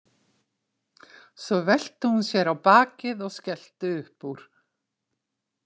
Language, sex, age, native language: Icelandic, female, 60-69, Icelandic